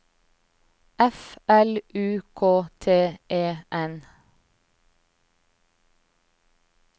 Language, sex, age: Norwegian, female, 34